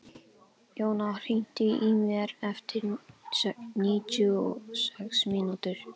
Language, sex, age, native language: Icelandic, male, 11, Icelandic